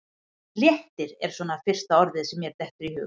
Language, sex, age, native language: Icelandic, female, 50-59, Icelandic